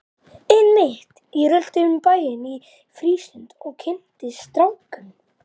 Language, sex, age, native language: Icelandic, male, 12, Icelandic